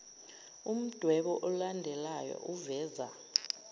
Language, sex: Zulu, female